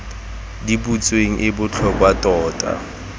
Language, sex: Tswana, male